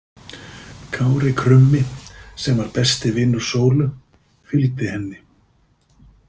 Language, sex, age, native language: Icelandic, male, 50-59, Icelandic